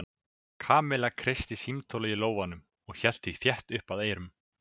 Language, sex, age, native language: Icelandic, male, 20-29, Icelandic